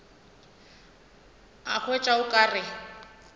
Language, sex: Northern Sotho, female